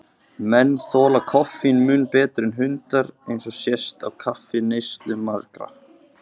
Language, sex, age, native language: Icelandic, male, 20-29, Icelandic